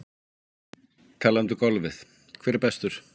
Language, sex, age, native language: Icelandic, male, 50-59, Icelandic